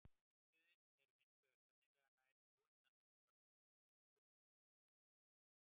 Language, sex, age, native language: Icelandic, male, 60-69, Icelandic